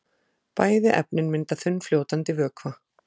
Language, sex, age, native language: Icelandic, female, 40-49, Icelandic